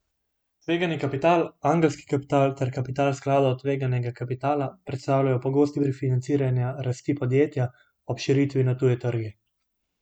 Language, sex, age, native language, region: Slovenian, male, 18-29, Slovenian, Gorenjska region